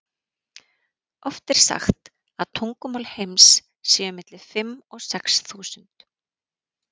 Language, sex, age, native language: Icelandic, female, 40-49, Icelandic